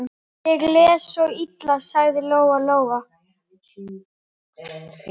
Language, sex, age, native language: Icelandic, female, 12, Icelandic